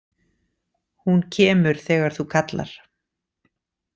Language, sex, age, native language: Icelandic, female, 40-49, Icelandic